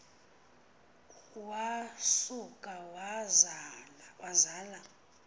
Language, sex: Xhosa, female